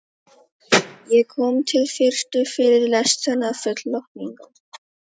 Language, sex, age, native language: Icelandic, female, 12, Filipino